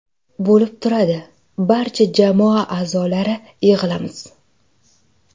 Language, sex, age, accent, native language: Uzbek, female, 18-24, Jizzax, Uzbek